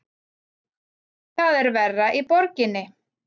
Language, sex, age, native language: Icelandic, female, 40-49, Icelandic